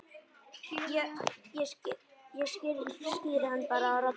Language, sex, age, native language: Icelandic, male, 10, Icelandic